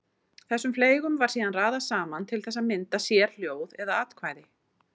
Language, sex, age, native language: Icelandic, female, 40-49, Icelandic